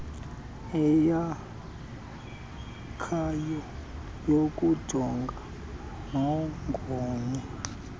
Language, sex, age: Xhosa, male, 19